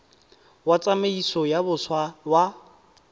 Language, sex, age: Tswana, male, 18